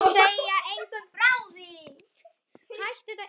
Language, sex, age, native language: Icelandic, female, 8, Icelandic